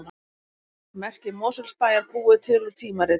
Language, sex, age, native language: Icelandic, female, 30-39, Icelandic